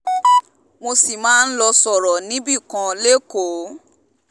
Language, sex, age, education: Yoruba, female, 15-29, tertiary